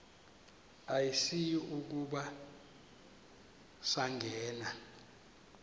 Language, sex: Xhosa, male